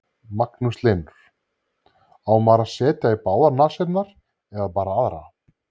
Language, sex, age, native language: Icelandic, male, 30-39, Icelandic